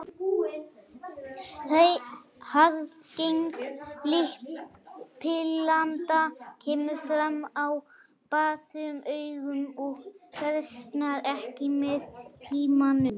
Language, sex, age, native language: Icelandic, female, 40-49, Icelandic